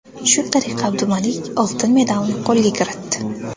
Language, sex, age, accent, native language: Uzbek, female, 18-24, Andijon, Uzbek